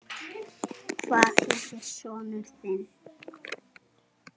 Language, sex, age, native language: Icelandic, male, 7, Icelandic